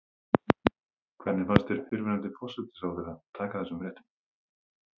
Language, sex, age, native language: Icelandic, male, 30-39, Icelandic